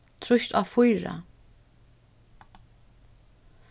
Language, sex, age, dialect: Faroese, female, 36-60, Suðurstreymoy